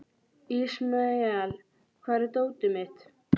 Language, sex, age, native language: Icelandic, female, 12, Icelandic